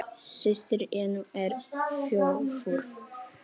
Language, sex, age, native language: Icelandic, male, 6, Polish